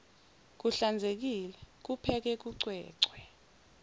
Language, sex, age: Zulu, female, 17